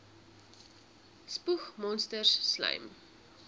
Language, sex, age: Afrikaans, female, 21